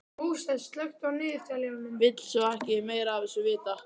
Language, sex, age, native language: Icelandic, male, 12, Icelandic